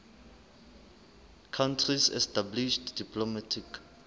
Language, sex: Southern Sotho, male